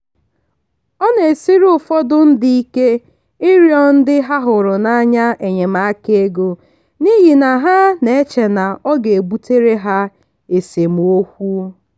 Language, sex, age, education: Igbo, female, 15-29, tertiary